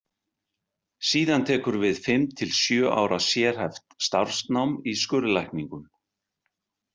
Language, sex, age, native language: Icelandic, male, 60-69, Icelandic